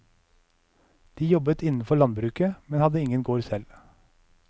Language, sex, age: Norwegian, male, 37